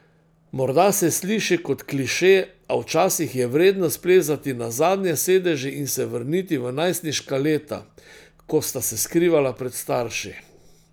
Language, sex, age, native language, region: Slovenian, male, 60+, Slovenian, Central Slovenia